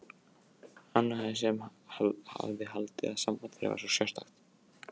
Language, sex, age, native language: Icelandic, male, 14, Icelandic